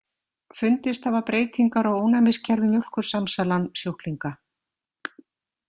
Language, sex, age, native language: Icelandic, female, 50-59, Icelandic